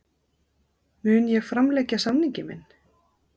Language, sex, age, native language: Icelandic, female, 30-39, Icelandic